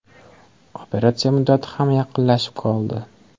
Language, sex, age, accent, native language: Uzbek, male, 18-24, Andijon, Uzbek